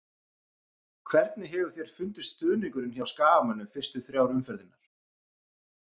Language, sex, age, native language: Icelandic, male, 40-49, Icelandic